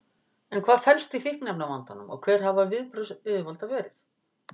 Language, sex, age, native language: Icelandic, female, 50-59, Icelandic